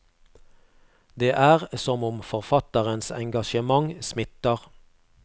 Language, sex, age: Norwegian, male, 48